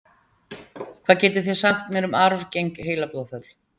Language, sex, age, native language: Icelandic, female, 60-69, Icelandic